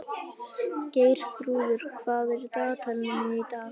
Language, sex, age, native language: Icelandic, female, 11, Icelandic